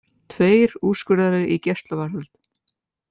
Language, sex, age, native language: Icelandic, male, 18-19, Icelandic